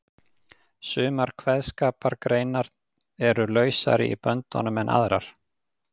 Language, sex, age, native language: Icelandic, male, 50-59, Icelandic